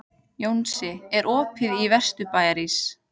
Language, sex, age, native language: Icelandic, female, 15, Icelandic